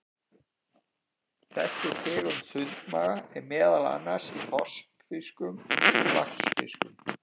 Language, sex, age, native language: Icelandic, male, 50-59, Icelandic